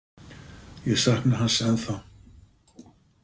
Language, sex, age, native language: Icelandic, male, 50-59, Icelandic